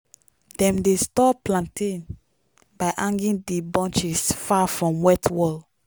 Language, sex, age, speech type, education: Nigerian Pidgin, female, 15-29, spontaneous, tertiary